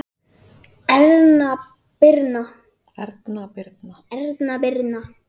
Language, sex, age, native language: Icelandic, female, 10, Icelandic